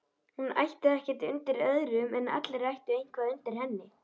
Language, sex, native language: Icelandic, female, Icelandic